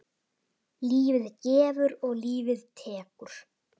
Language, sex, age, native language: Icelandic, male, 10, Icelandic